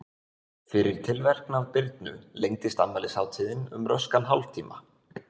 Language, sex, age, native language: Icelandic, male, 20-29, Icelandic